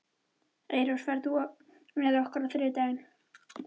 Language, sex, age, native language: Icelandic, female, 13, Icelandic